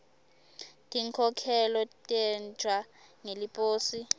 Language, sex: Swati, female